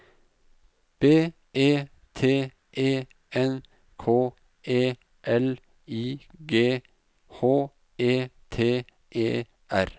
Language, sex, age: Norwegian, male, 44